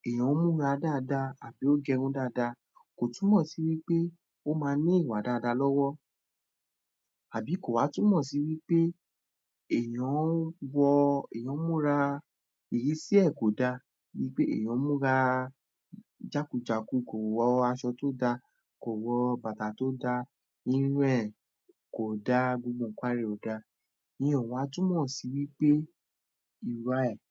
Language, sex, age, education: Yoruba, male, 30-45, tertiary